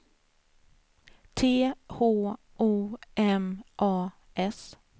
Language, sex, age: Swedish, female, 33